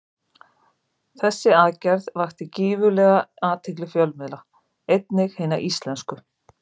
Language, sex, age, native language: Icelandic, female, 50-59, Icelandic